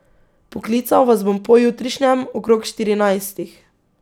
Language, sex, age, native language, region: Slovenian, female, 18-29, Slovenian, Pomurje region